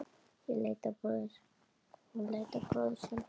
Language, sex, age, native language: Icelandic, female, 8, Icelandic